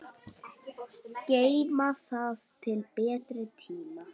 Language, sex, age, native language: Icelandic, female, 10, Icelandic